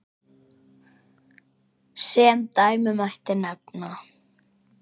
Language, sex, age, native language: Icelandic, male, 8, Icelandic